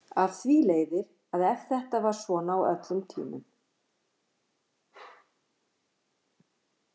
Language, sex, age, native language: Icelandic, female, 50-59, Icelandic